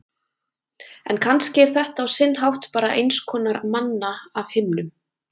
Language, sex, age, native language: Icelandic, female, 20-29, Icelandic